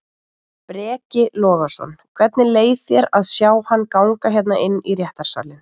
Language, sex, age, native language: Icelandic, female, 20-29, Icelandic